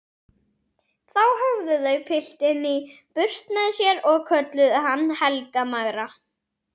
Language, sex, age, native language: Icelandic, female, 40-49, Icelandic